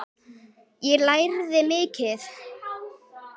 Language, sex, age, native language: Icelandic, female, 8, Icelandic